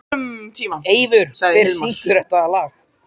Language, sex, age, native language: Icelandic, male, 13, Icelandic